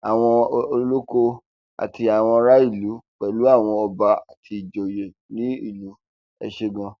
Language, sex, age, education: Yoruba, male, 15-29, tertiary